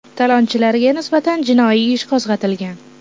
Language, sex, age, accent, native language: Uzbek, female, 18-24, Toshkent shahri, Uzbek